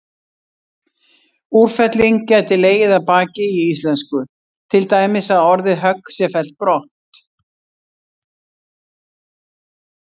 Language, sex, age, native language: Icelandic, female, 60-69, Icelandic